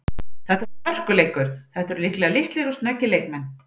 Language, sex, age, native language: Icelandic, female, 40-49, Icelandic